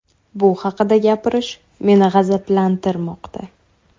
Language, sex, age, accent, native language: Uzbek, female, 18-24, Toshkent viloyati, Uzbek